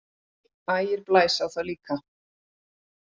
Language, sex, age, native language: Icelandic, female, 40-49, Icelandic